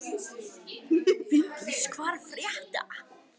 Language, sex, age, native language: Icelandic, female, 18-19, Icelandic